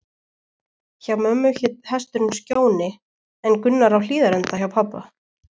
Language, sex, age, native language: Icelandic, female, 20-29, Icelandic